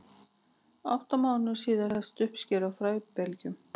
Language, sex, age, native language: Icelandic, female, 40-49, Icelandic